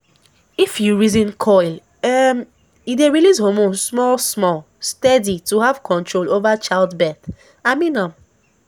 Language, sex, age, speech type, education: Nigerian Pidgin, female, 15-29, spontaneous, secondary